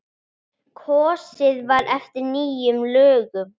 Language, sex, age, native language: Icelandic, female, 9, Icelandic